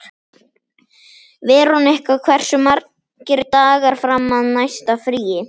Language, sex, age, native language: Icelandic, female, 10, Icelandic